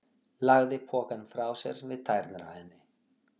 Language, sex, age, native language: Icelandic, male, 40-49, Portuguese